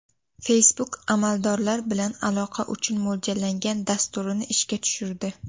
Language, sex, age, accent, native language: Uzbek, female, under 19, Toshkent viloyati, Uzbek